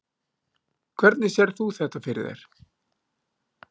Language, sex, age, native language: Icelandic, male, 30-39, Icelandic